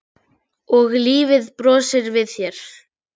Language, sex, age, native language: Icelandic, female, 9, Icelandic